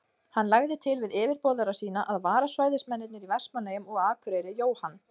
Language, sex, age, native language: Icelandic, female, 20-29, Icelandic